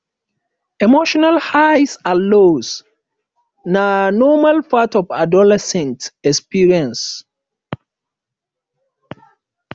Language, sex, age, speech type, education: Nigerian Pidgin, male, 15-29, spontaneous, tertiary